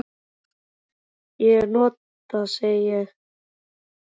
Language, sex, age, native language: Icelandic, male, 12, Icelandic